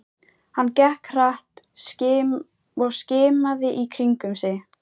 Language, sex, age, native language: Icelandic, female, 13, Icelandic